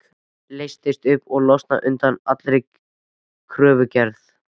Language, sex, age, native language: Icelandic, male, 13, Icelandic